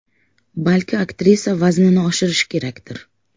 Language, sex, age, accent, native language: Uzbek, female, 35+, Samarqand, Uzbek